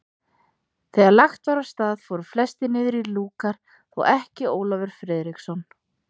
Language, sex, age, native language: Icelandic, female, 30-39, Icelandic